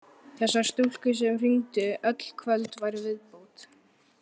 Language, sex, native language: Icelandic, other, Icelandic